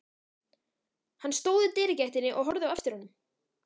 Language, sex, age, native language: Icelandic, male, 13, Icelandic